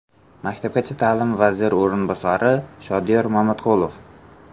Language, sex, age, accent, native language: Uzbek, male, 18-24, Samarqand, Uzbek